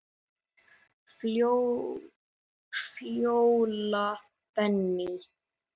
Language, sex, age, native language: Icelandic, male, 9, Icelandic